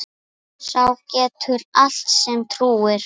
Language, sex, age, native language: Icelandic, female, 8, Icelandic